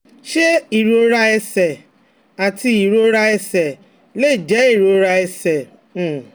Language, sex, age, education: Yoruba, female, 30-45, tertiary